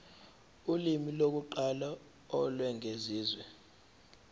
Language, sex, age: Zulu, male, 23